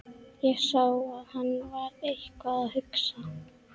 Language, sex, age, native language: Icelandic, female, 12, Icelandic